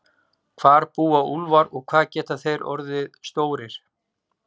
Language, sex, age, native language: Icelandic, male, 40-49, Icelandic